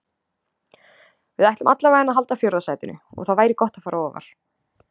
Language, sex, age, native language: Icelandic, female, 20-29, Icelandic